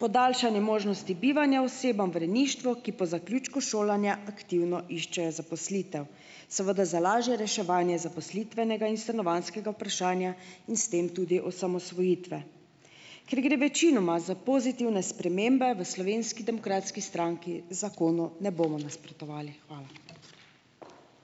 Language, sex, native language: Slovenian, female, Slovenian